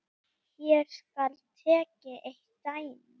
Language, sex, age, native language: Icelandic, female, 8, Icelandic